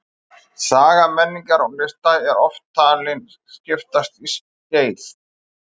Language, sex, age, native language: Icelandic, male, 50-59, Icelandic